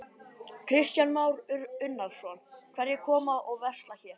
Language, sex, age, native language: Icelandic, male, 12, Icelandic